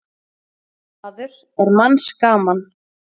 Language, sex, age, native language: Icelandic, female, 30-39, Icelandic